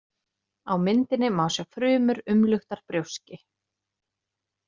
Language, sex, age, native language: Icelandic, female, 30-39, Icelandic